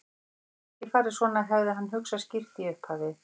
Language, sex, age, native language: Icelandic, female, 40-49, Icelandic